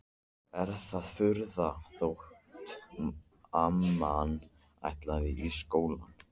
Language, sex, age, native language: Icelandic, male, 13, Icelandic